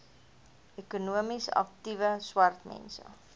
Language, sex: Afrikaans, female